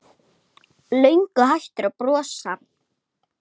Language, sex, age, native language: Icelandic, female, 7, Icelandic